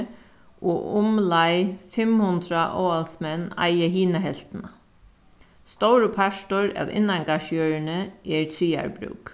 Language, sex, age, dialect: Faroese, female, 36-60, Suðuroy